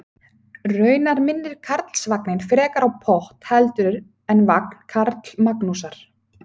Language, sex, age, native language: Icelandic, female, 30-39, Icelandic